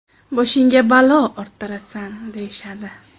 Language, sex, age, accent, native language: Uzbek, female, 25-34, Farg'ona, Uzbek